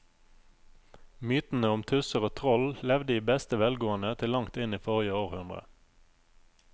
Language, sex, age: Norwegian, male, 27